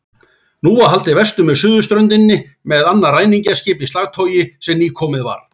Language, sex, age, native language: Icelandic, male, 40-49, Icelandic